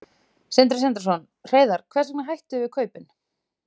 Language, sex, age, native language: Icelandic, female, 30-39, Icelandic